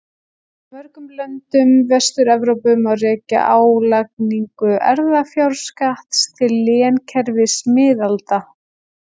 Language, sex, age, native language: Icelandic, female, 40-49, Icelandic